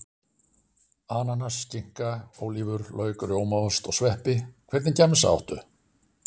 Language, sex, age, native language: Icelandic, male, 60-69, Icelandic